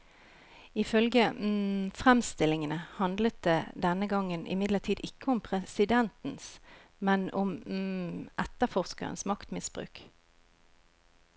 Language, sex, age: Norwegian, female, 41